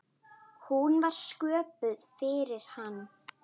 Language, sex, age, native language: Icelandic, female, 10, Icelandic